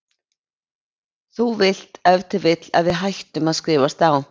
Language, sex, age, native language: Icelandic, female, 20-29, Icelandic